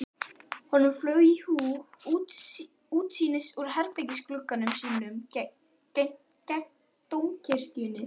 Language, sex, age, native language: Icelandic, male, 12, Icelandic